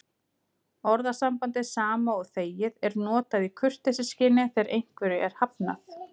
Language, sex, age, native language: Icelandic, female, 30-39, Icelandic